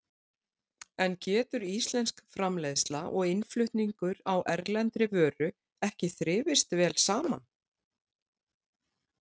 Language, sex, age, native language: Icelandic, female, 60-69, Icelandic